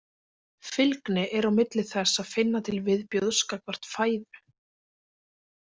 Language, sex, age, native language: Icelandic, female, 20-29, Icelandic